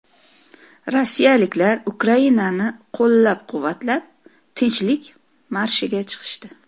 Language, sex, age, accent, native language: Uzbek, female, 40-49, Toshkent viloyati, Uzbek